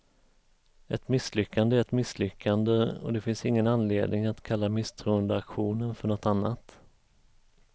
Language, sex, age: Swedish, male, 34